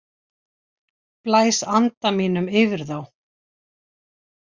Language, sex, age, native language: Icelandic, female, 60-69, Icelandic